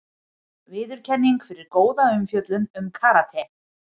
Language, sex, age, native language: Icelandic, female, 50-59, Icelandic